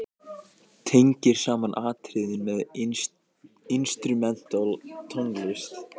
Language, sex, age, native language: Icelandic, male, 18-19, Icelandic